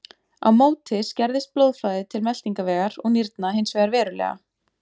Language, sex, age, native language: Icelandic, female, 20-29, Icelandic